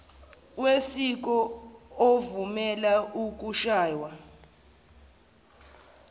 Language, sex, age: Zulu, male, 18